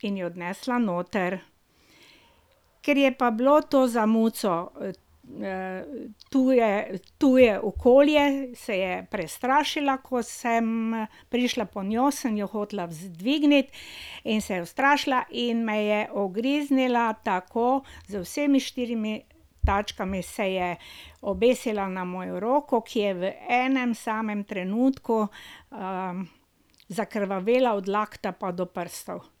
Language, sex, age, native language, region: Slovenian, female, 60+, Slovenian, Drava region